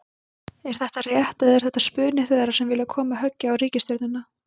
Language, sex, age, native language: Icelandic, female, 20-29, Icelandic